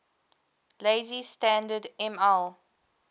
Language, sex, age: English, female, 22